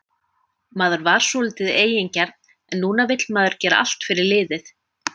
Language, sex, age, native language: Icelandic, female, 30-39, Icelandic